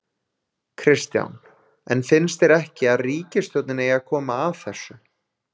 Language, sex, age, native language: Icelandic, male, 20-29, Icelandic